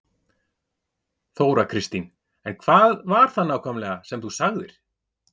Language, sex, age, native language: Icelandic, male, 40-49, Icelandic